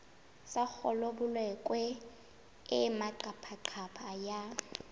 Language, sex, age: Southern Sotho, female, 22